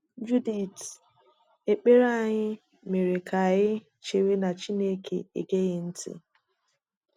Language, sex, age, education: Igbo, female, 15-29, tertiary